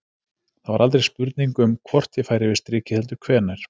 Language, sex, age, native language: Icelandic, male, 30-39, Icelandic